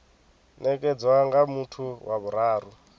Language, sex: Venda, male